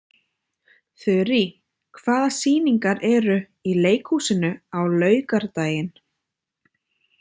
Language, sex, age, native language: Icelandic, female, 30-39, Icelandic